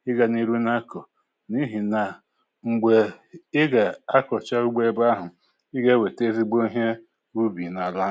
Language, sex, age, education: Igbo, male, 46-60, tertiary